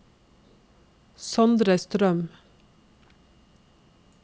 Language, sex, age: Norwegian, female, 46